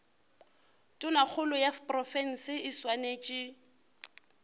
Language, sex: Northern Sotho, female